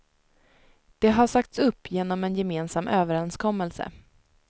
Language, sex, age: Swedish, female, 19